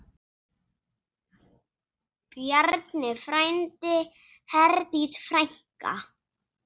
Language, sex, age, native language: Icelandic, male, 6, Icelandic